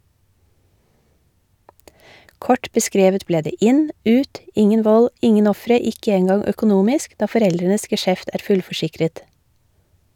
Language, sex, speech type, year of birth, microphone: Norwegian, female, read, 1972, Shure